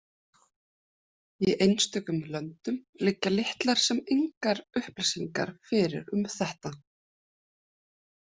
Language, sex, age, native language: Icelandic, female, 20-29, Icelandic